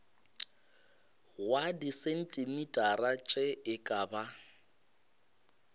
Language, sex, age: Northern Sotho, male, 22